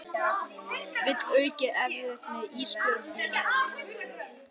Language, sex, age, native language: Icelandic, female, 50-59, Icelandic